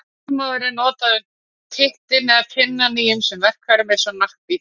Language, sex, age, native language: Icelandic, female, 60-69, Icelandic